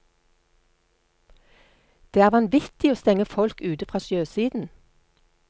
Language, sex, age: Norwegian, female, 48